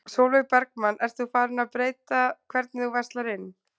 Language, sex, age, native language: Icelandic, female, 20-29, Icelandic